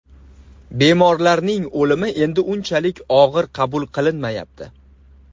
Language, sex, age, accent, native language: Uzbek, male, 25-34, Andijon, Uzbek